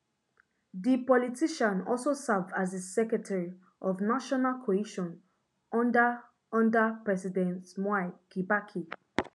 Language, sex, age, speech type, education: Nigerian Pidgin, female, 15-29, spontaneous, tertiary